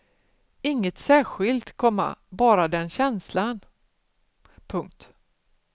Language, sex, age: Swedish, female, 47